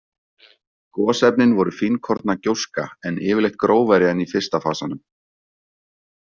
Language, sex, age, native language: Icelandic, male, 20-29, Icelandic